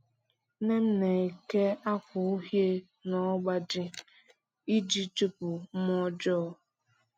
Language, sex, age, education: Igbo, female, 15-29, tertiary